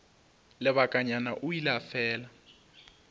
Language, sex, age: Northern Sotho, male, 20